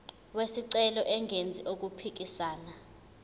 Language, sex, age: Zulu, female, 21